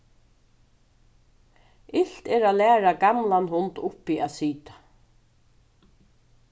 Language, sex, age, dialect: Faroese, female, 36-60, Suðurstreymoy